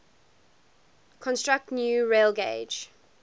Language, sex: English, female